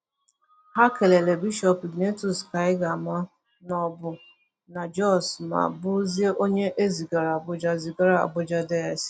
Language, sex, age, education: Igbo, female, 30-45, tertiary